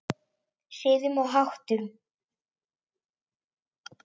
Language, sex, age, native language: Icelandic, female, 8, Icelandic